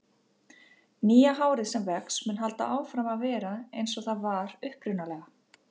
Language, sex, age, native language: Icelandic, female, 50-59, Icelandic